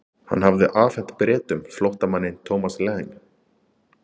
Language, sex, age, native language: Icelandic, male, 30-39, Icelandic